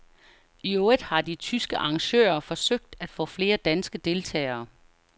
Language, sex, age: Danish, female, 49